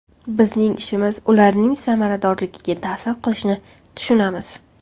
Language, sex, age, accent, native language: Uzbek, female, 19-29, Toshkent viloyati, Uzbek